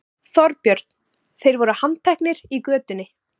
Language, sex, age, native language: Icelandic, female, 18-19, Icelandic